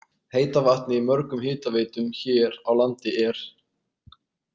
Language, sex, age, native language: Icelandic, male, 20-29, Icelandic